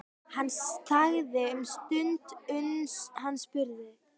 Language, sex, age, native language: Icelandic, female, 12, Icelandic